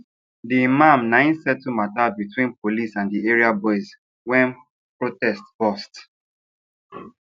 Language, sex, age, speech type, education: Nigerian Pidgin, male, 15-29, spontaneous, tertiary